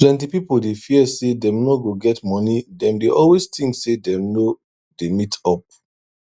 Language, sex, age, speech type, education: Nigerian Pidgin, male, 30-45, spontaneous, tertiary